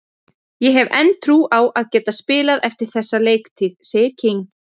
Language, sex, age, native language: Icelandic, female, 30-39, Icelandic